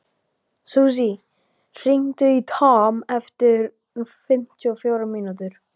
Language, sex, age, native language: Icelandic, male, 12, Icelandic